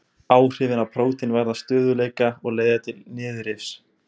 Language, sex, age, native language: Icelandic, male, 20-29, Icelandic